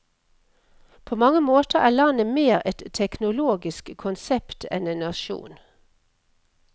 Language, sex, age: Norwegian, female, 57